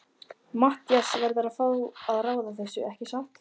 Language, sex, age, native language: Icelandic, female, 14, Icelandic